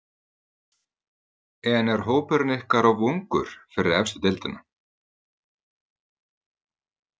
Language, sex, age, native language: Icelandic, male, 30-39, Icelandic